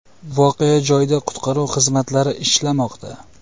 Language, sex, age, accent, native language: Uzbek, male, 25-34, Jizzax, Uzbek